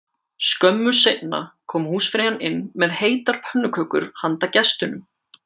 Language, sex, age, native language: Icelandic, male, 18-19, Icelandic